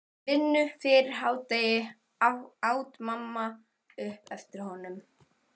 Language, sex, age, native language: Icelandic, female, 12, Icelandic